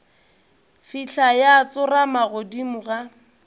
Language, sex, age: Northern Sotho, female, 22